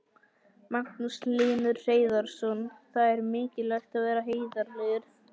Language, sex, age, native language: Icelandic, male, 11, Icelandic